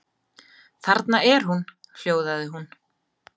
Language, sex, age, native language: Icelandic, female, 30-39, Icelandic